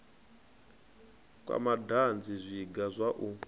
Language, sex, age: Venda, male, 25